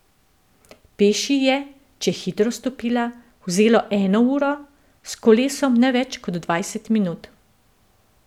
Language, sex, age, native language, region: Slovenian, female, 50-59, Slovenian, Central Slovenia